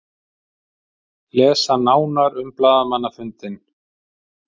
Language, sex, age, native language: Icelandic, male, 50-59, Icelandic